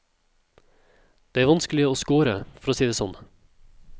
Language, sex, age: Norwegian, male, 27